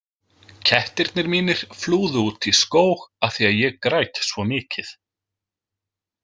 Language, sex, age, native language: Icelandic, male, 20-29, Icelandic